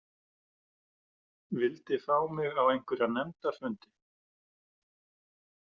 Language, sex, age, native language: Icelandic, male, 40-49, Icelandic